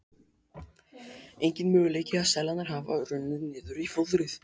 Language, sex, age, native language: Icelandic, male, 12, Icelandic